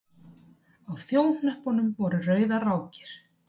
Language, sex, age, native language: Icelandic, female, 30-39, Icelandic